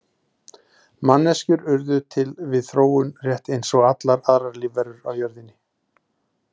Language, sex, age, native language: Icelandic, male, 40-49, Icelandic